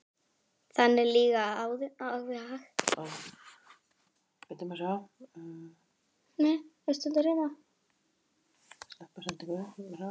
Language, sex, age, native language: Icelandic, female, 10, Icelandic